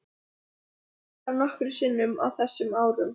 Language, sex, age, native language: Icelandic, female, 14, Icelandic